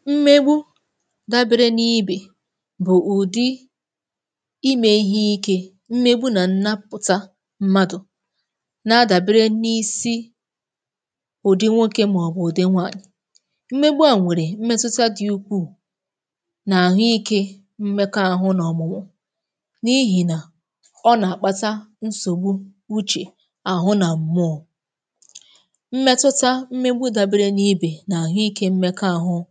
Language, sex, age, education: Igbo, female, 15-29, tertiary